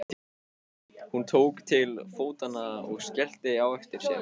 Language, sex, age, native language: Icelandic, male, 15, Icelandic